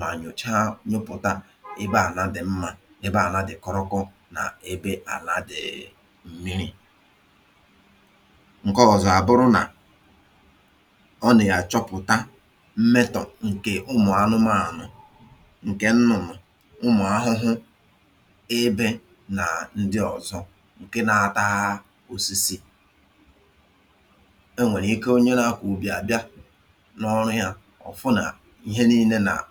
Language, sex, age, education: Igbo, male, 30-45, tertiary